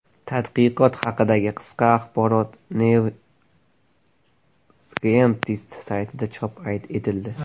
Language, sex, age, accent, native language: Uzbek, male, 18-24, Farg'ona, Uzbek